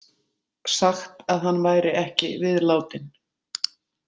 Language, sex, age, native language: Icelandic, female, 60-69, Icelandic